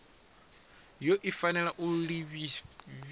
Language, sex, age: Venda, male, 20